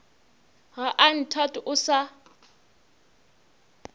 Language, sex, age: Northern Sotho, female, 22